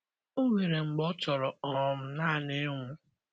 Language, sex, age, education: Igbo, male, 15-29, secondary